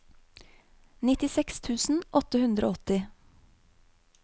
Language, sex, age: Norwegian, female, 35